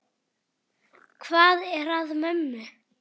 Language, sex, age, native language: Icelandic, female, 9, Icelandic